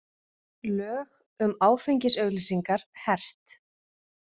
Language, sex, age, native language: Icelandic, female, 20-29, Icelandic